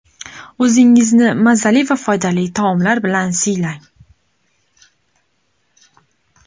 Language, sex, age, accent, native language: Uzbek, female, 18-24, Andijon, Uzbek